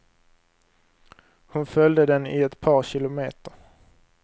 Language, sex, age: Swedish, male, 23